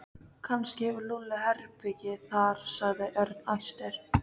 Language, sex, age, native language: Icelandic, female, 13, Icelandic